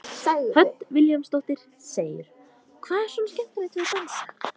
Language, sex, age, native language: Icelandic, female, 13, Icelandic